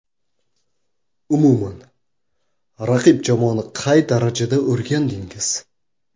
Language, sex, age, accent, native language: Uzbek, male, 18-24, Qoraqalpog'iston, Karakalpak